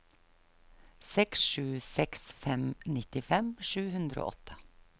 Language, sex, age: Norwegian, female, 48